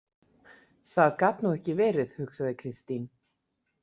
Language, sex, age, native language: Icelandic, female, 40-49, Icelandic